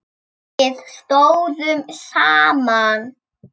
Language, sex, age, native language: Icelandic, female, 6, Icelandic